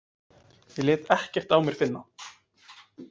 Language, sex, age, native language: Icelandic, male, 20-29, Icelandic